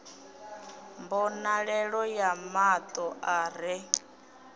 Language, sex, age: Venda, female, 24